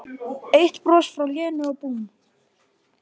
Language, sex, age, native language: Icelandic, male, 12, Icelandic